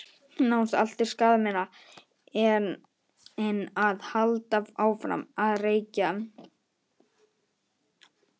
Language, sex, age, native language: Icelandic, male, 18-19, Icelandic